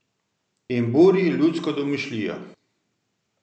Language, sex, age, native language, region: Slovenian, male, 50-59, Slovenian, Central Slovenia